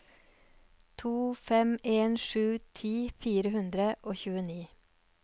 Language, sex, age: Norwegian, female, 39